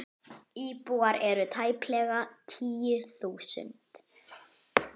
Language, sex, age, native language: Icelandic, female, 10, Icelandic